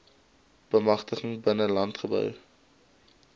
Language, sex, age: Afrikaans, male, 22